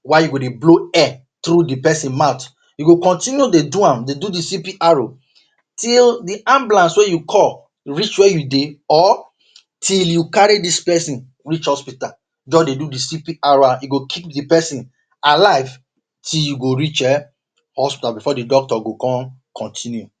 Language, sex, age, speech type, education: Nigerian Pidgin, male, 30-45, spontaneous, tertiary